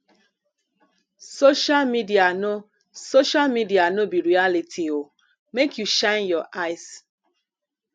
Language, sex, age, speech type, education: Nigerian Pidgin, female, 30-45, spontaneous, tertiary